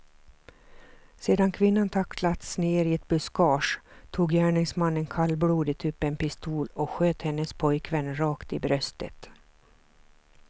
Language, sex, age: Swedish, female, 47